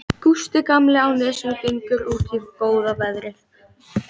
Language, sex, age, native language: Icelandic, female, 13, Icelandic